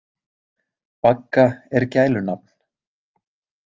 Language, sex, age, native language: Icelandic, male, 20-29, Icelandic